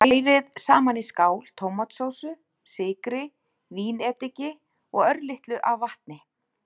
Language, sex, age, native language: Icelandic, female, 40-49, Icelandic